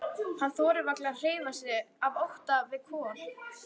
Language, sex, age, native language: Icelandic, female, 11, Icelandic